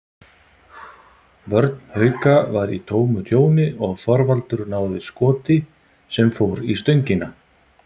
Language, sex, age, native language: Icelandic, male, 50-59, Icelandic